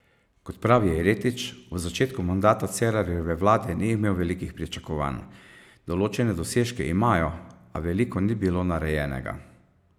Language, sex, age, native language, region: Slovenian, male, 50-59, Slovenian, Savinja region